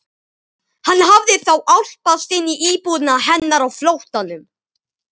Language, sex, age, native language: Icelandic, male, 12, Icelandic